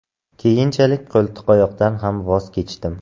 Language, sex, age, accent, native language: Uzbek, male, 18-24, Buxoro, Uzbek